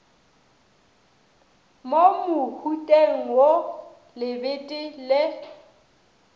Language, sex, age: Northern Sotho, female, 27